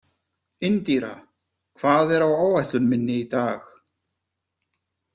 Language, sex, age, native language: Icelandic, male, 50-59, Icelandic